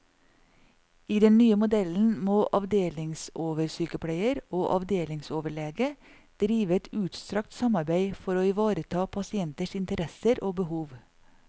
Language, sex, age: Norwegian, female, 40